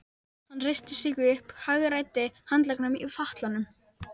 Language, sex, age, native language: Icelandic, female, 12, Icelandic